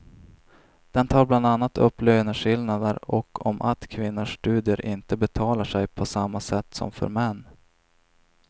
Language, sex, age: Swedish, male, 26